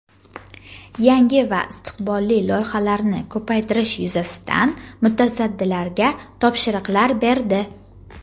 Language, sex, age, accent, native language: Uzbek, female, 19-29, Jizzax, Uzbek